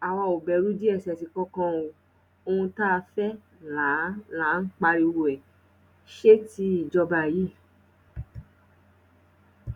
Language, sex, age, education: Yoruba, female, 15-29, tertiary